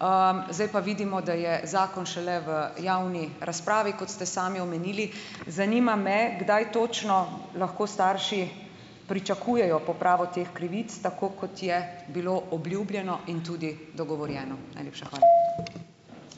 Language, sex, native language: Slovenian, female, Slovenian